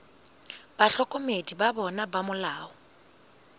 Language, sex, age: Southern Sotho, female, 19